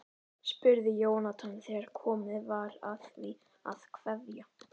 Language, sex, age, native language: Icelandic, male, 11, Icelandic